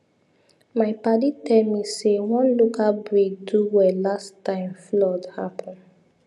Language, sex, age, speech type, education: Nigerian Pidgin, female, 30-45, spontaneous, tertiary